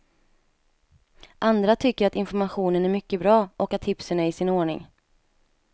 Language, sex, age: Swedish, female, 27